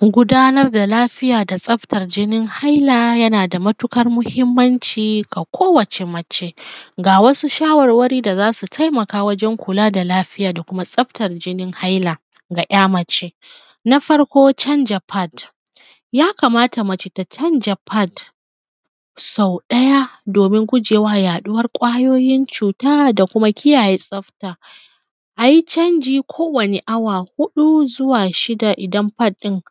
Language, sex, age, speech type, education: Hausa, female, 15-29, spontaneous, secondary